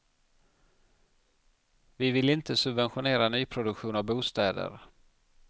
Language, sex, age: Swedish, male, 50